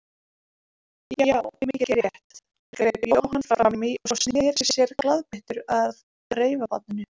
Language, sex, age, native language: Icelandic, female, 20-29, Icelandic